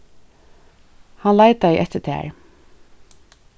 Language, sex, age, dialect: Faroese, female, 36-60, Suðurstreymoy